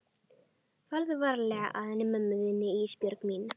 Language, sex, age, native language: Icelandic, female, 12, Icelandic